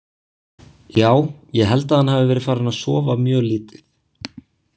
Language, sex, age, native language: Icelandic, male, 20-29, Icelandic